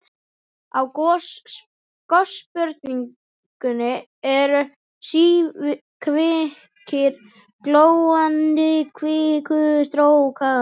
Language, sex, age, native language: Icelandic, male, 11, Icelandic